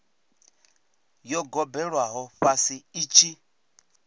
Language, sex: Venda, male